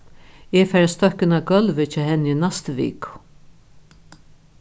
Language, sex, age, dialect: Faroese, female, 61+, Norðuroyggjar